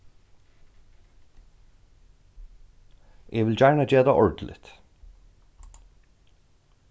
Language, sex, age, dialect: Faroese, male, 36-60, Norðurstreymoy/Eysturoy